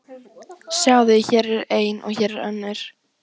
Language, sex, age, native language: Icelandic, female, 14, Icelandic